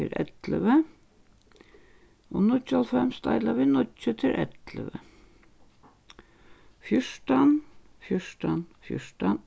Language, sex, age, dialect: Faroese, female, 61+, Suðurstreymoy